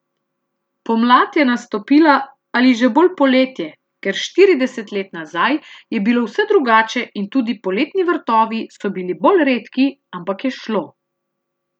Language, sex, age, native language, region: Slovenian, female, 30-49, Slovenian, Central Slovenia